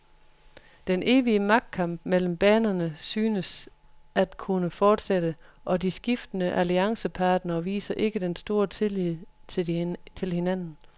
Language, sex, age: Danish, female, 43